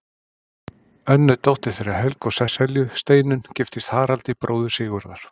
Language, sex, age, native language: Icelandic, male, 40-49, Icelandic